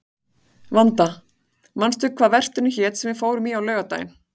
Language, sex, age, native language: Icelandic, female, 40-49, Icelandic